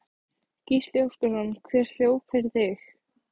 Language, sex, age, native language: Icelandic, female, 15, Icelandic